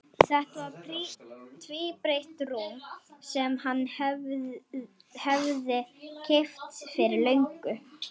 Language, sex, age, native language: Icelandic, female, 12, Swedish